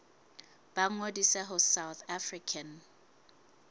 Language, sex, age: Southern Sotho, female, 20